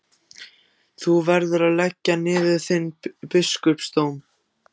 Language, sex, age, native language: Icelandic, other, 14, Icelandic